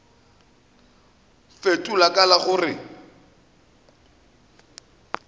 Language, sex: Northern Sotho, male